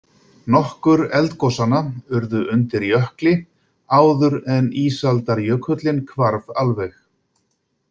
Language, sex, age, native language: Icelandic, male, 50-59, Icelandic